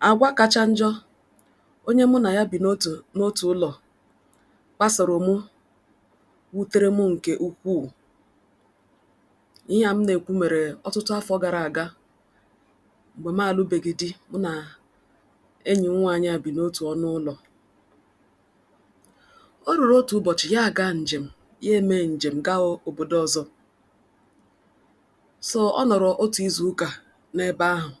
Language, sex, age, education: Igbo, female, 46-60, tertiary